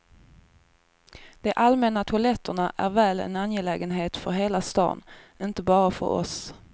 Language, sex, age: Swedish, female, 24